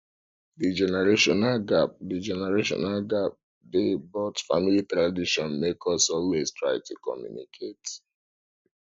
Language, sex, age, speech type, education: Nigerian Pidgin, male, 15-29, spontaneous, tertiary